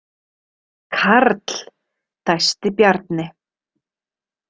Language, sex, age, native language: Icelandic, female, 30-39, Icelandic